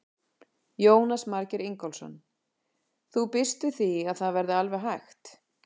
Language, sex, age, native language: Icelandic, female, 40-49, Icelandic